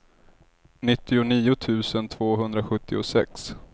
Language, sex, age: Swedish, male, 30